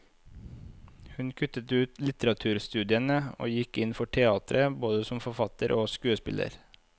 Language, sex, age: Norwegian, male, 25